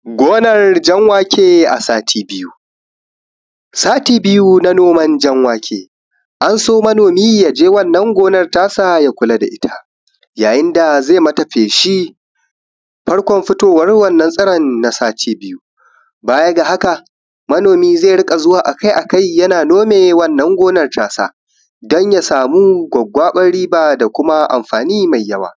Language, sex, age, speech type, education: Hausa, male, 15-29, spontaneous, primary